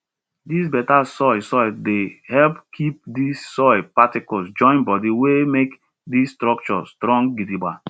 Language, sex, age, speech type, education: Nigerian Pidgin, male, 30-45, spontaneous, tertiary